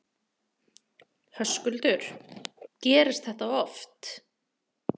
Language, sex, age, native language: Icelandic, female, 30-39, Icelandic